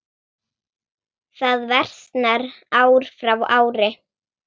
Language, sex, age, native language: Icelandic, female, 8, Icelandic